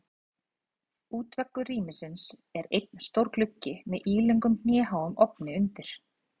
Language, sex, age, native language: Icelandic, female, 30-39, Icelandic